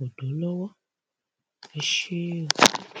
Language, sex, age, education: Yoruba, female, 30-45, tertiary